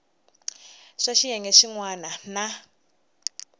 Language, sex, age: Tsonga, female, 19